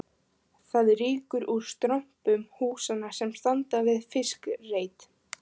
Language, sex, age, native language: Icelandic, female, 15, Icelandic